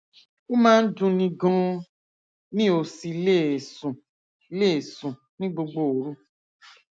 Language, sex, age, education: Yoruba, female, 46-60, tertiary